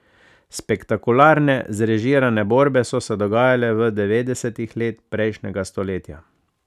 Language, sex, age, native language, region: Slovenian, male, 30-49, Slovenian, Savinja region